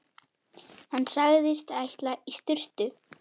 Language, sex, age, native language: Icelandic, female, 8, Icelandic